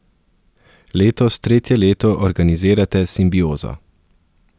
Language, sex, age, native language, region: Slovenian, male, 30-49, Slovenian, Southeast Slovenia